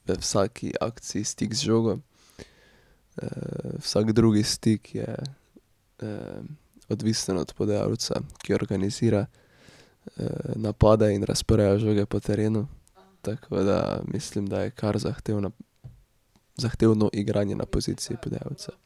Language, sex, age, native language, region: Slovenian, male, 18-29, Slovenian, Drava region